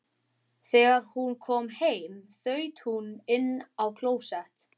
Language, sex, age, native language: Icelandic, male, 12, Icelandic